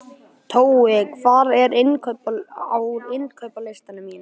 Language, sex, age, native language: Icelandic, male, 11, Icelandic